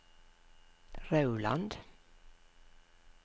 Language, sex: Norwegian, female